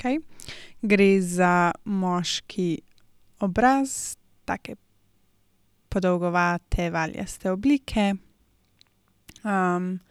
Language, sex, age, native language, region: Slovenian, female, 18-29, Slovenian, Gorenjska region